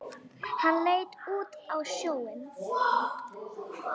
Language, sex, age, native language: Icelandic, female, 9, Icelandic